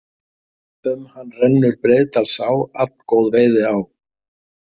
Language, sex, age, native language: Icelandic, male, 50-59, Icelandic